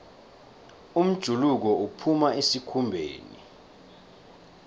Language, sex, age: South Ndebele, male, 23